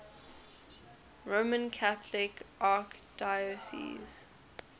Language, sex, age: English, female, 20